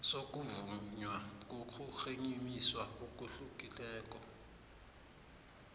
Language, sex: South Ndebele, male